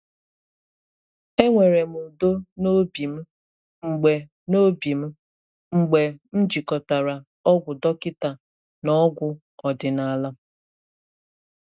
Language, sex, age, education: Igbo, female, 30-45, tertiary